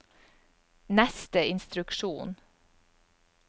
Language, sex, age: Norwegian, female, 44